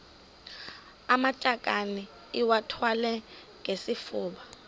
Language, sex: Xhosa, female